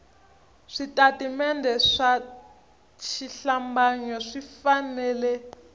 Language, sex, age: Tsonga, female, 25